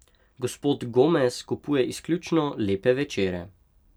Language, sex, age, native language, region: Slovenian, male, 18-29, Slovenian, Pomurje region